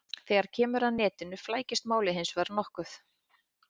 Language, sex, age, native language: Icelandic, female, 30-39, Icelandic